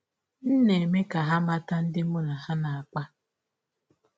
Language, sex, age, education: Igbo, female, 15-29, tertiary